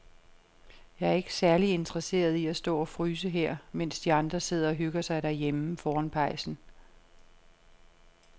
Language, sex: Danish, female